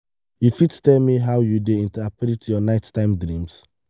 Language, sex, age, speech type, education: Nigerian Pidgin, male, 15-29, spontaneous, tertiary